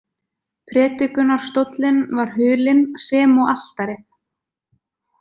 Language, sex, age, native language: Icelandic, female, 20-29, Icelandic